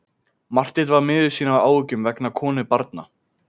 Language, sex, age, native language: Icelandic, male, 15, Icelandic